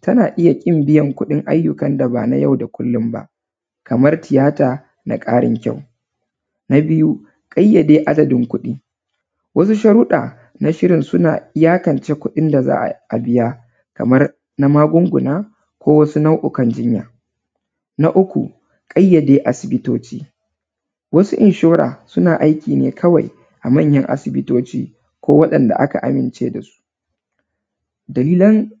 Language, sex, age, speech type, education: Hausa, female, 30-45, spontaneous, tertiary